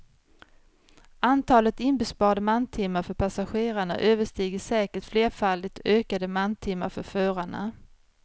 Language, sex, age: Swedish, female, 53